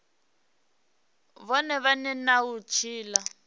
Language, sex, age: Venda, female, 28